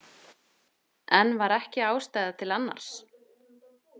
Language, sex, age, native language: Icelandic, female, 30-39, Icelandic